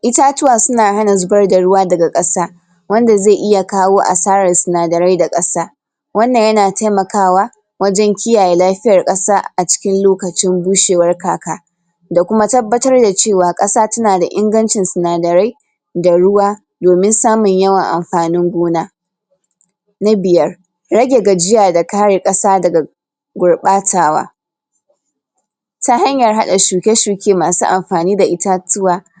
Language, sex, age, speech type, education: Hausa, female, 46-60, spontaneous, tertiary